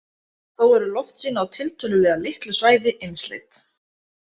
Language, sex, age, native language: Icelandic, female, 30-39, Icelandic